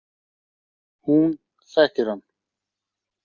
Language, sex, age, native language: Icelandic, male, 30-39, Icelandic